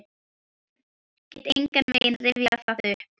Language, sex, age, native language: Icelandic, female, 12, Icelandic